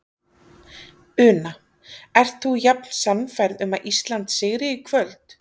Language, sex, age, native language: Icelandic, female, 30-39, Icelandic